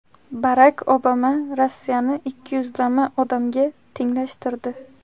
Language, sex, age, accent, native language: Uzbek, female, 18-24, Samarqand, Uzbek